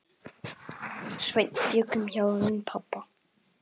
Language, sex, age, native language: Icelandic, female, 8, Icelandic